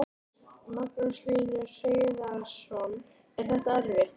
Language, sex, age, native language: Icelandic, female, 13, Icelandic